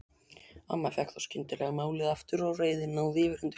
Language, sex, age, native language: Icelandic, male, 12, Icelandic